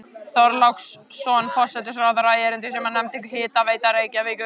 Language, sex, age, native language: Icelandic, male, 14, Icelandic